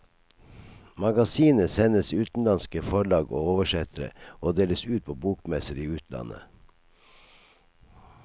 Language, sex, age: Norwegian, male, 57